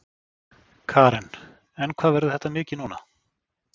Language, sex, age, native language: Icelandic, male, 40-49, Icelandic